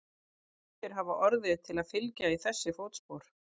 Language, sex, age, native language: Icelandic, female, 50-59, Icelandic